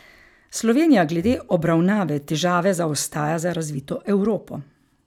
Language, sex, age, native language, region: Slovenian, female, 50-59, Slovenian, Carinthia region